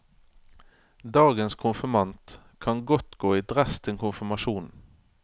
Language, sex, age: Norwegian, male, 31